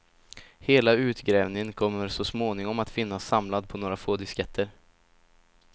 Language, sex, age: Swedish, male, 17